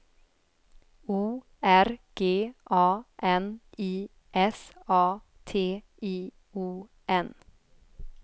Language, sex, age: Swedish, female, 24